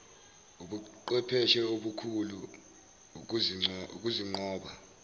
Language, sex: Zulu, male